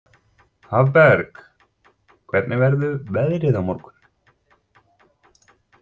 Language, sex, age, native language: Icelandic, male, 40-49, Icelandic